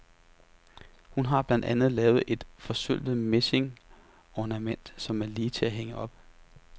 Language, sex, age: Danish, male, 33